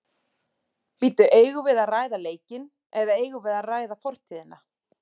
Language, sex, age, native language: Icelandic, female, 30-39, Icelandic